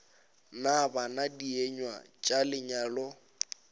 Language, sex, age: Northern Sotho, male, 18